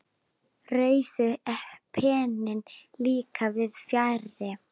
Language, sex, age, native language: Icelandic, female, 9, Icelandic